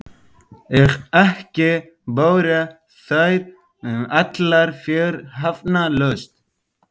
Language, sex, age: Icelandic, female, 18-19